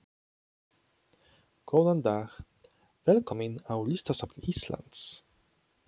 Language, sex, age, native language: Icelandic, male, 20-29, Polish